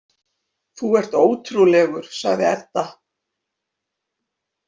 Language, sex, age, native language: Icelandic, female, 50-59, Icelandic